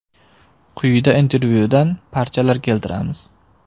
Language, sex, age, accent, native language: Uzbek, male, 18-24, Samarqand, Uzbek